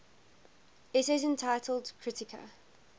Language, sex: English, female